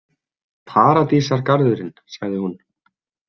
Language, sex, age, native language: Icelandic, male, 20-29, Icelandic